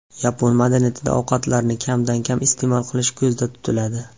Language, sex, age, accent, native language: Uzbek, male, 18-24, Farg'ona, Uzbek